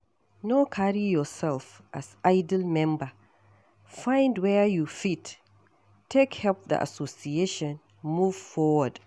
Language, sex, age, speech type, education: Nigerian Pidgin, female, 60+, read, tertiary